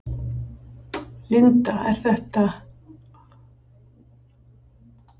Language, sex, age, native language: Icelandic, female, 50-59, Icelandic